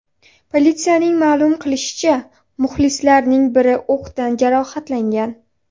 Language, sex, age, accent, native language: Uzbek, female, 18-24, Sirdaryo, Uzbek